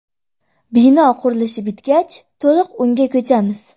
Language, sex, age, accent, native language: Uzbek, female, 18-24, Andijon, Uzbek